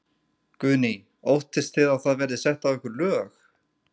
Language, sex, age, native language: Icelandic, male, 30-39, Icelandic